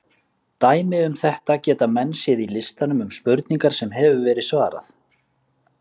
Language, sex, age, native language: Icelandic, male, 30-39, Icelandic